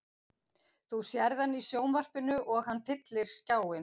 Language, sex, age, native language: Icelandic, female, 50-59, Icelandic